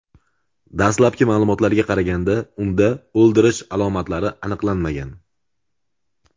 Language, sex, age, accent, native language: Uzbek, male, 18-24, Andijon, Uzbek